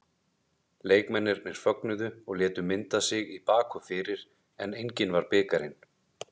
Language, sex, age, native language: Icelandic, male, 30-39, Icelandic